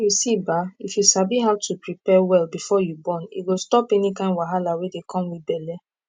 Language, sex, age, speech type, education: Nigerian Pidgin, female, 15-29, spontaneous, tertiary